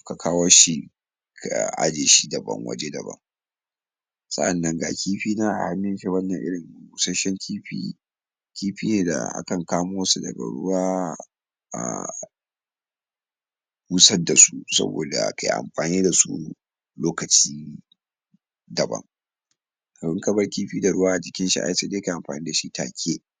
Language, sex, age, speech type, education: Hausa, male, 46-60, spontaneous, tertiary